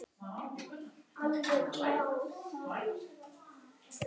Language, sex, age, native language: Icelandic, female, 7, Icelandic